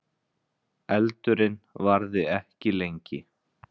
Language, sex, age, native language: Icelandic, male, 20-29, Icelandic